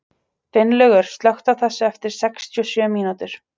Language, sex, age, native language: Icelandic, female, 30-39, Icelandic